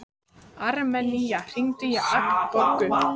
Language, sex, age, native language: Icelandic, female, 14, Icelandic